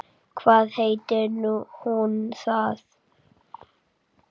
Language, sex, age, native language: Icelandic, female, 8, Icelandic